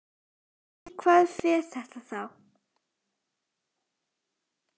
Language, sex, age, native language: Icelandic, female, 10, Icelandic